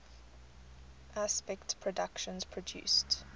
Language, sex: English, female